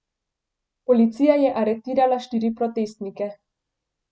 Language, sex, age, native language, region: Slovenian, female, 18-29, Slovenian, Central Slovenia